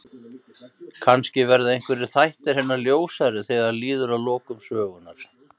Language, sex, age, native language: Icelandic, male, 50-59, Icelandic